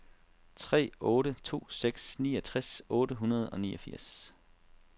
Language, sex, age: Danish, male, 32